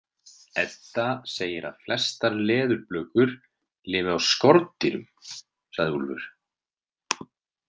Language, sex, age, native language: Icelandic, male, 30-39, Icelandic